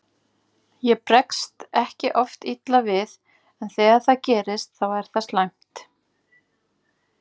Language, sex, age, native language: Icelandic, female, 40-49, Icelandic